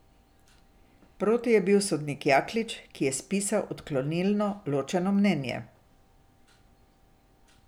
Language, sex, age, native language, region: Slovenian, female, 60+, Slovenian, Drava region